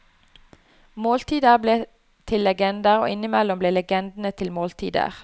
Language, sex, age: Norwegian, female, 29